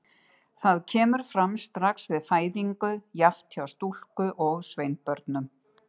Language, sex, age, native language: Icelandic, female, 60-69, Icelandic